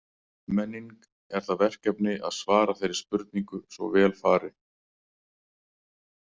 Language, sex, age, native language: Icelandic, male, 40-49, Icelandic